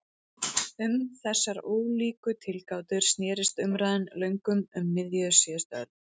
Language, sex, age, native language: Icelandic, female, 30-39, Icelandic